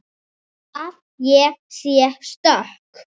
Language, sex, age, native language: Icelandic, female, 7, Icelandic